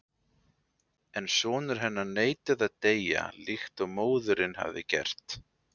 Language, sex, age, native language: Icelandic, male, 20-29, Icelandic